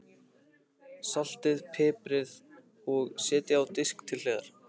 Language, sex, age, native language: Icelandic, male, 15, Icelandic